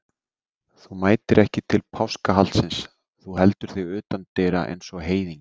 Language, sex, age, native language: Icelandic, male, 30-39, Icelandic